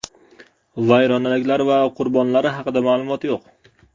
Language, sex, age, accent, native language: Uzbek, male, 18-24, Namangan, Uzbek